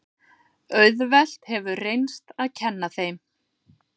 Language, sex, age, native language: Icelandic, female, 40-49, Icelandic